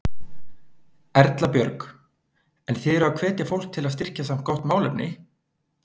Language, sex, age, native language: Icelandic, male, 20-29, Icelandic